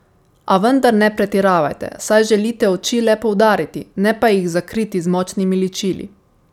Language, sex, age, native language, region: Slovenian, female, 18-29, Slovenian, Savinja region